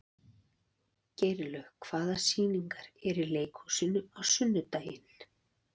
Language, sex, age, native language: Icelandic, female, 40-49, Icelandic